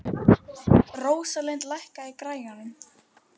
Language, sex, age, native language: Icelandic, female, 12, Icelandic